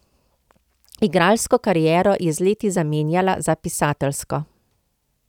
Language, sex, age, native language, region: Slovenian, female, 50-59, Slovenian, Central Slovenia